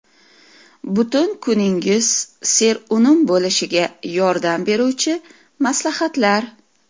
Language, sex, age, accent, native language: Uzbek, female, 40-49, Toshkent viloyati, Uzbek